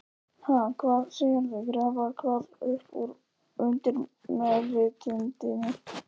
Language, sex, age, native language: Icelandic, male, 11, Polish